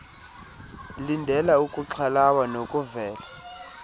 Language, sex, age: Xhosa, male, 20